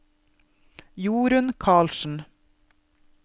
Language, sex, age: Norwegian, female, 32